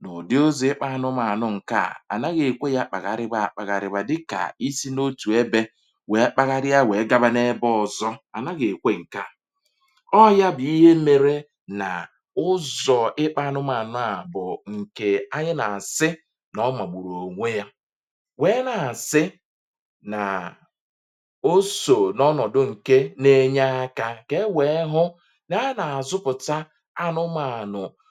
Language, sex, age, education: Igbo, male, 30-45, tertiary